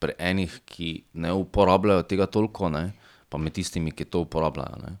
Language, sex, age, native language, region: Slovenian, male, 30-49, Slovenian, Drava region